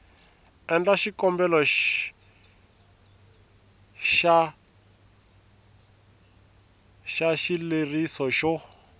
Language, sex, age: Tsonga, male, 24